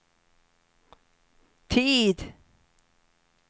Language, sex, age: Swedish, female, 67